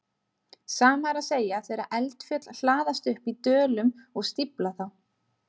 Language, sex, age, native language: Icelandic, female, 30-39, Icelandic